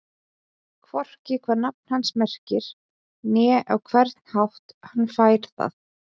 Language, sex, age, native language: Icelandic, female, 20-29, Icelandic